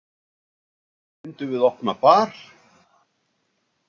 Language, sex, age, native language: Icelandic, male, 60-69, Icelandic